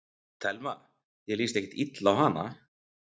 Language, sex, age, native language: Icelandic, male, 40-49, Icelandic